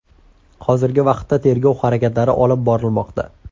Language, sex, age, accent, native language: Uzbek, male, 18-24, Andijon, Uzbek